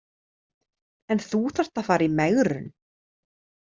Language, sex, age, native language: Icelandic, female, 30-39, Icelandic